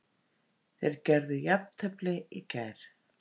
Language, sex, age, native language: Icelandic, female, 50-59, Icelandic